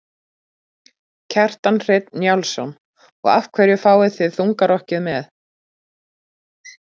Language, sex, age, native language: Icelandic, female, 40-49, Icelandic